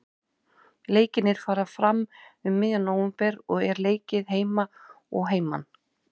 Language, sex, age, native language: Icelandic, female, 30-39, Icelandic